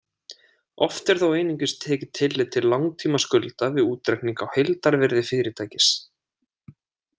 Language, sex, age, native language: Icelandic, male, 30-39, Icelandic